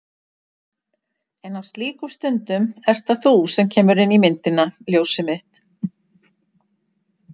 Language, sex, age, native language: Icelandic, female, 60-69, Icelandic